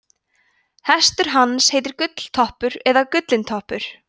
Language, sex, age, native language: Icelandic, female, 20-29, Icelandic